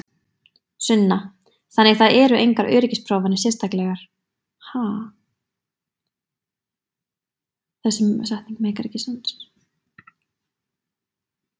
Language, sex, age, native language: Icelandic, female, 20-29, Icelandic